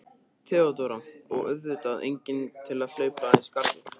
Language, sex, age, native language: Icelandic, male, 13, Icelandic